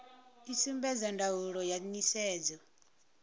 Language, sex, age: Venda, female, 39